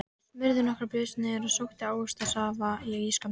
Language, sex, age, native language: Icelandic, female, 13, Icelandic